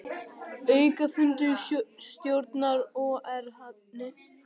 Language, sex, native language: Icelandic, male, Icelandic